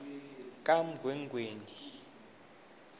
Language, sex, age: South Ndebele, male, 23